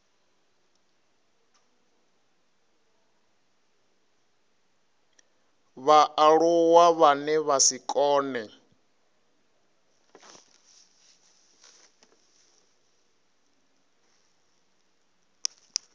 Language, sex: Venda, male